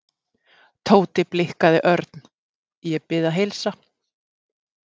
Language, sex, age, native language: Icelandic, female, 30-39, Icelandic